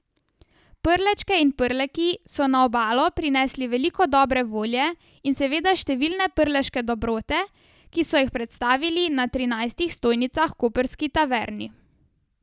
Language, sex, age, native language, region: Slovenian, female, 18-29, Slovenian, Savinja region